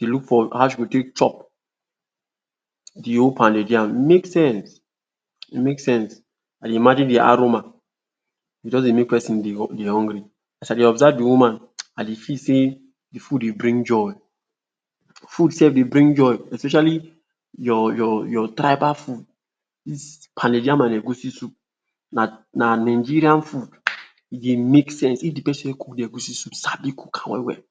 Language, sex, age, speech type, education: Nigerian Pidgin, male, 46-60, spontaneous, tertiary